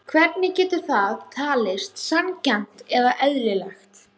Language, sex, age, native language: Icelandic, female, 16, Icelandic